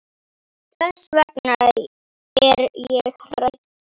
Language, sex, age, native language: Icelandic, female, 18-19, Icelandic